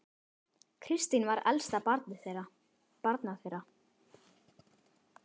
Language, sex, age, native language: Icelandic, female, 10, Icelandic